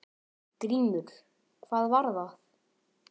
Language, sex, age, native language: Icelandic, male, 10, Icelandic